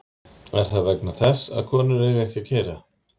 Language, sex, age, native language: Icelandic, male, 50-59, Icelandic